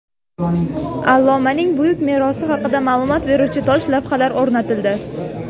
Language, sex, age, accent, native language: Uzbek, male, 18-24, Toshkent viloyati, Uzbek